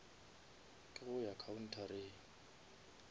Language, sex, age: Northern Sotho, male, 23